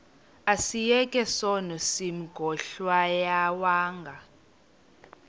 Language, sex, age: Xhosa, female, 18